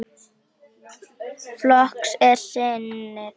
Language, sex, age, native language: Icelandic, female, 10, Icelandic